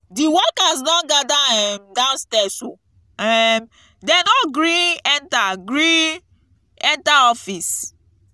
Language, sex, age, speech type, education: Nigerian Pidgin, female, 15-29, spontaneous, tertiary